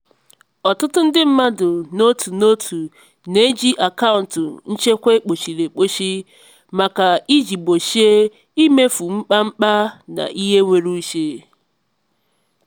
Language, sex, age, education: Igbo, female, 15-29, tertiary